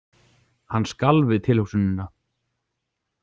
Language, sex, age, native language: Icelandic, male, 40-49, Icelandic